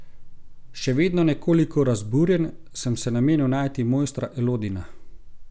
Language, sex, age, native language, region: Slovenian, male, 30-49, Slovenian, Gorenjska region